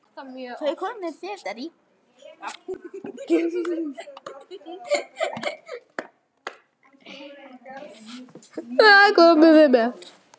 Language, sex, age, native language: Icelandic, male, 9, Icelandic